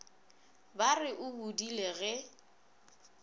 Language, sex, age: Northern Sotho, female, 24